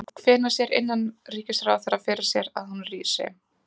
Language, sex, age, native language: Icelandic, female, 20-29, Icelandic